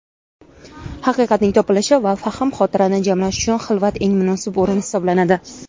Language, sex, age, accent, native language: Uzbek, female, 19-29, Toshkent viloyati, Uzbek